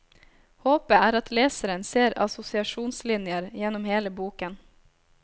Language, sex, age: Norwegian, female, 26